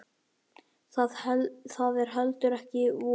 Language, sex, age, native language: Icelandic, male, 9, Icelandic